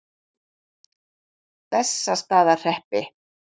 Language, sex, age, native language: Icelandic, female, 40-49, Icelandic